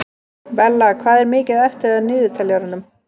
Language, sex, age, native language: Icelandic, female, 30-39, Icelandic